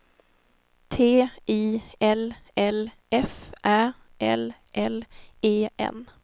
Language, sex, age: Swedish, female, 19